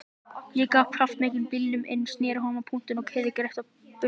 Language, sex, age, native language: Icelandic, male, 20-29, Icelandic